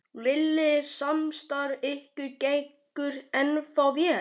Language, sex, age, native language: Icelandic, male, 12, Icelandic